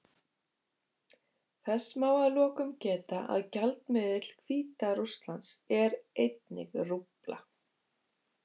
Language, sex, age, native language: Icelandic, female, 50-59, Icelandic